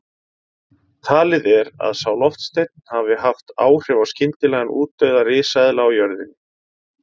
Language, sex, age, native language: Icelandic, male, 30-39, Icelandic